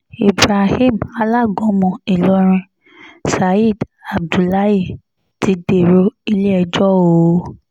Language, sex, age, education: Yoruba, female, 30-45, tertiary